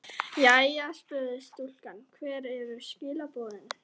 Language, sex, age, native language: Icelandic, female, 12, Icelandic